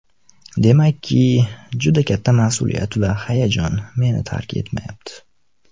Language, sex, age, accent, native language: Uzbek, male, 19-29, Namangan, Uzbek